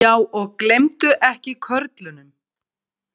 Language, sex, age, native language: Icelandic, female, 40-49, Icelandic